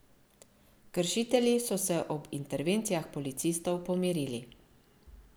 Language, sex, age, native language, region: Slovenian, female, 50-59, Slovenian, Central Slovenia